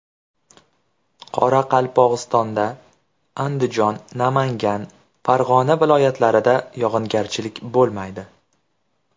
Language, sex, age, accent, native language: Uzbek, male, 25-34, Andijon, Uzbek